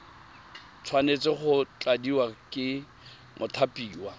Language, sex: Tswana, male